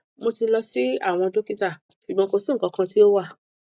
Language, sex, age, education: Yoruba, female, 30-45, tertiary